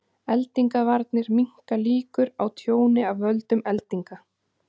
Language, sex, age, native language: Icelandic, female, 30-39, Icelandic